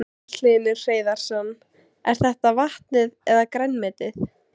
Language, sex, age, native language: Icelandic, female, 16, Icelandic